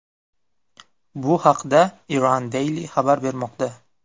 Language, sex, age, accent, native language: Uzbek, male, 18-24, Buxoro, Uzbek